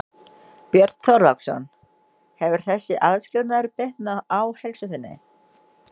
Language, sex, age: Icelandic, female, 20-29